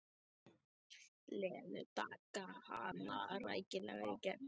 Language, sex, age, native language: Icelandic, male, 13, Icelandic